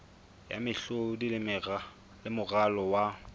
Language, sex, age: Southern Sotho, female, 22